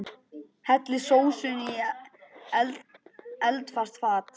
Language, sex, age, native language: Icelandic, male, 9, Icelandic